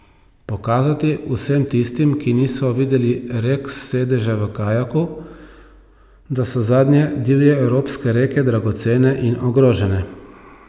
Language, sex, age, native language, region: Slovenian, male, 30-49, Slovenian, Savinja region